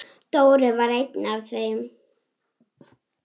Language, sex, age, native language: Icelandic, female, 7, Icelandic